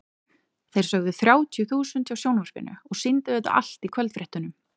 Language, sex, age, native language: Icelandic, female, 30-39, Icelandic